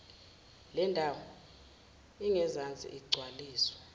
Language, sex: Zulu, female